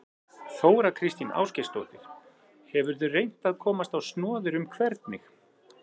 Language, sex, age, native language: Icelandic, male, 40-49, Icelandic